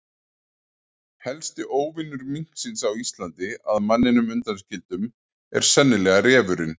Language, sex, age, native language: Icelandic, male, 40-49, Icelandic